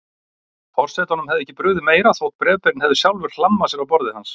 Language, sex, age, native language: Icelandic, male, 40-49, Icelandic